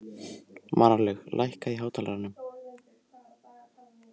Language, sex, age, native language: Icelandic, male, 18-19, Icelandic